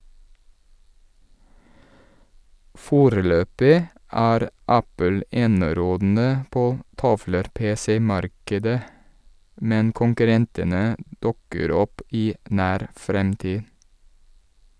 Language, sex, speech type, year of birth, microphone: Norwegian, male, read, 1983, Sennheiser